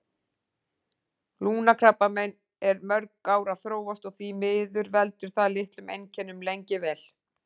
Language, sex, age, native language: Icelandic, female, 40-49, Icelandic